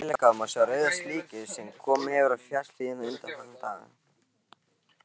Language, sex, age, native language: Icelandic, male, 18-19, Icelandic